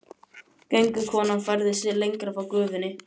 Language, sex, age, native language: Icelandic, male, 11, Icelandic